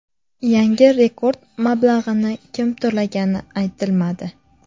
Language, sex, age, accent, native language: Uzbek, female, 18-24, Samarqand, Uzbek